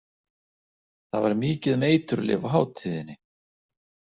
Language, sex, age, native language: Icelandic, male, 60-69, Icelandic